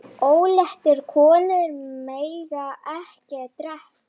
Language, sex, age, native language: Icelandic, female, 10, Lithuanian